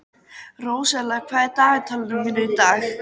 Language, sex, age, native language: Icelandic, female, 13, Icelandic